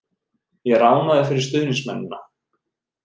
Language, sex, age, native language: Icelandic, male, 30-39, Icelandic